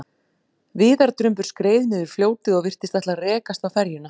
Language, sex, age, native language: Icelandic, female, 40-49, Icelandic